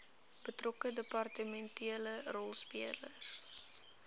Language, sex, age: Afrikaans, female, 19